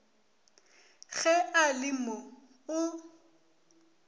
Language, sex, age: Northern Sotho, female, 24